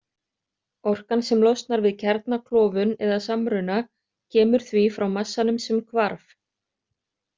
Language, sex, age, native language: Icelandic, other, 30-39, Icelandic